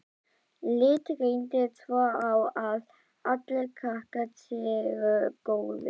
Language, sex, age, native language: Icelandic, female, 12, Icelandic